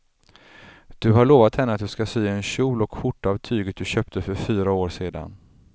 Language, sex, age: Swedish, male, 35